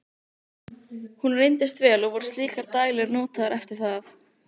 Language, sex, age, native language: Icelandic, female, 15, Icelandic